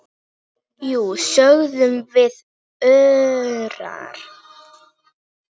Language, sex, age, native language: Icelandic, female, 9, Icelandic